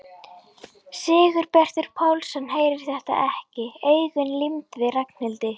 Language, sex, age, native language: Icelandic, female, 11, Icelandic